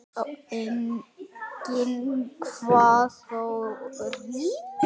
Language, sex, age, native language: Icelandic, male, 9, Icelandic